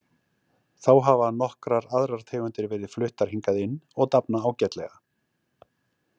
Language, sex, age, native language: Icelandic, male, 40-49, Icelandic